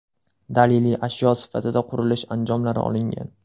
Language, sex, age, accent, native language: Uzbek, male, 18-24, Andijon, Uzbek